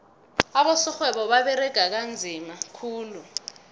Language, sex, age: South Ndebele, female, 22